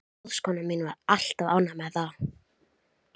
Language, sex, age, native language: Icelandic, female, 11, Icelandic